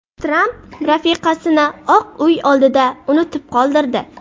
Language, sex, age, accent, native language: Uzbek, female, 12-17, Buxoro, Uzbek